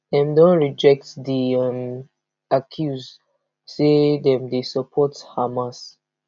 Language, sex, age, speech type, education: Nigerian Pidgin, female, 15-29, spontaneous, tertiary